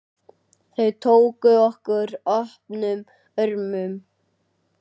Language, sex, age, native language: Icelandic, male, 9, Icelandic